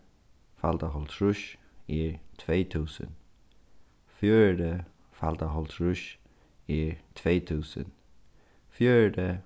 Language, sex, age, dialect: Faroese, male, 15-35, Suðurstreymoy